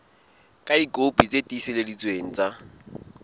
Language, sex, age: Southern Sotho, male, 22